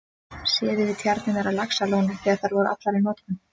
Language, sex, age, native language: Icelandic, female, 30-39, Icelandic